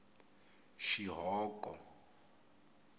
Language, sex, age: Tsonga, male, 22